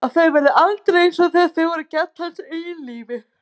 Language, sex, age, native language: Icelandic, female, 30-39, Icelandic